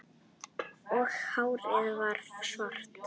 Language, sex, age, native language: Icelandic, female, 9, Icelandic